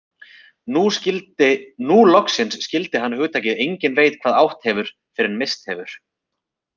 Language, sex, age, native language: Icelandic, male, 30-39, Icelandic